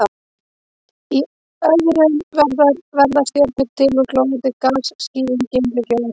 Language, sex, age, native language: Icelandic, female, 30-39, Icelandic